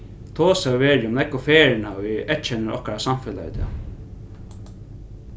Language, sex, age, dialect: Faroese, male, 15-35, Norðurstreymoy/Eysturoy